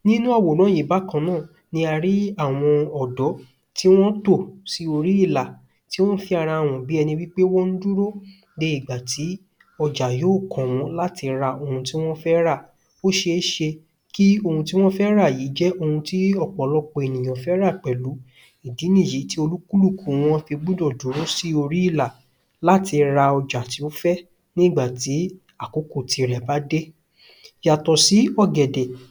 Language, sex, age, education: Yoruba, male, 15-29, tertiary